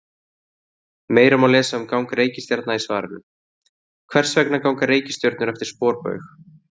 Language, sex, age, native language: Icelandic, male, 30-39, Icelandic